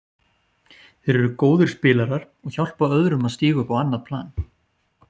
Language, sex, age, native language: Icelandic, male, 40-49, Icelandic